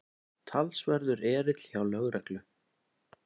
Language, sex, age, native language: Icelandic, male, 20-29, Icelandic